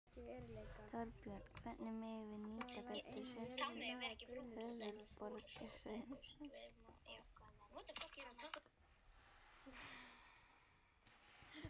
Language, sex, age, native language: Icelandic, female, 11, Icelandic